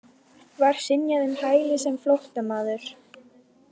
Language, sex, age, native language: Icelandic, female, 20-29, Icelandic